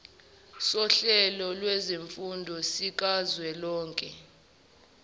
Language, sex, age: Zulu, male, 18